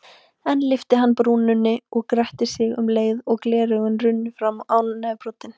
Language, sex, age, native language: Icelandic, female, 18-19, Icelandic